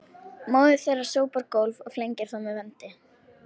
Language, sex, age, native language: Icelandic, female, 18-19, Icelandic